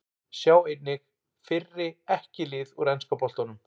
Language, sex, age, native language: Icelandic, male, 40-49, Icelandic